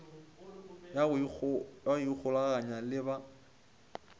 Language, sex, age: Northern Sotho, male, 20